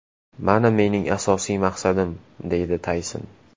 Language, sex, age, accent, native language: Uzbek, male, 18-24, Toshkent shahri, Uzbek